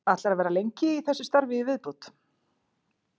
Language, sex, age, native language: Icelandic, female, 40-49, Icelandic